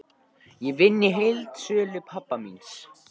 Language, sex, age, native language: Icelandic, male, 14, Icelandic